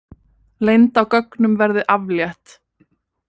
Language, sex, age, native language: Icelandic, female, 20-29, Icelandic